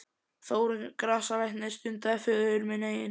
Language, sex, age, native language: Icelandic, male, 11, Icelandic